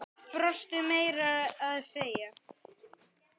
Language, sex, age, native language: Icelandic, male, 9, Icelandic